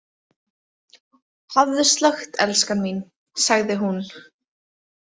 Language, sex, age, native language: Icelandic, female, 18-19, Icelandic